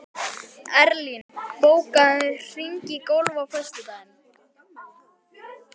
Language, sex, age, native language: Icelandic, male, 12, Icelandic